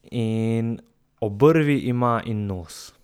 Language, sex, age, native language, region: Slovenian, male, 18-29, Slovenian, Southeast Slovenia